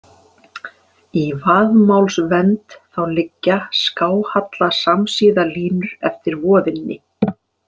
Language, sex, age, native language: Icelandic, female, 50-59, Icelandic